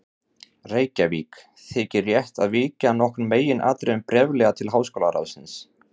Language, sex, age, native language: Icelandic, male, 30-39, Icelandic